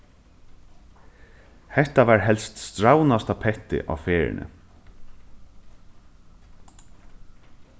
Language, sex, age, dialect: Faroese, male, 15-35, Norðuroyggjar